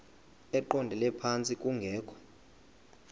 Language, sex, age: Xhosa, male, 22